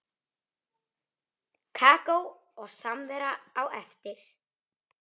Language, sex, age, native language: Icelandic, female, 9, Icelandic